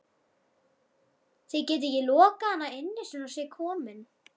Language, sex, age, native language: Icelandic, female, 12, Icelandic